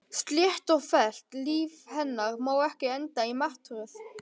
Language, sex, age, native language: Icelandic, male, 12, Icelandic